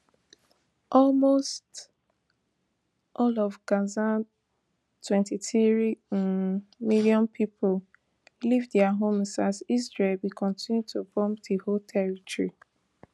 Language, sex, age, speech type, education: Nigerian Pidgin, female, 15-29, spontaneous, tertiary